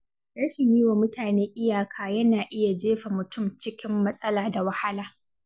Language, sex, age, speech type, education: Hausa, female, 15-29, read, secondary